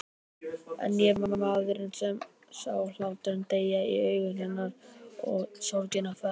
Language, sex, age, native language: Icelandic, male, 18-19, Icelandic